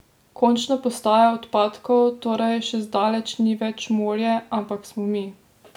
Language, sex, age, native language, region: Slovenian, female, 18-29, Slovenian, Drava region